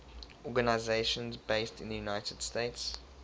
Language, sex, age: English, male, 23